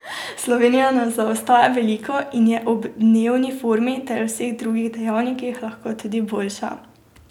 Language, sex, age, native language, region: Slovenian, female, 18-29, Slovenian, Drava region